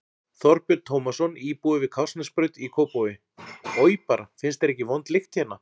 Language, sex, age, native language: Icelandic, male, 40-49, Icelandic